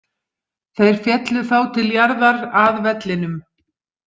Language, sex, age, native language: Icelandic, female, 50-59, Icelandic